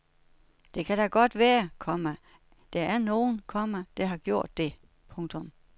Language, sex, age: Danish, female, 61